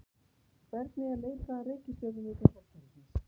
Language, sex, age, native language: Icelandic, female, 50-59, Icelandic